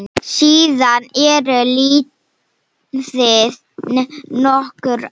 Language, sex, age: Icelandic, female, 7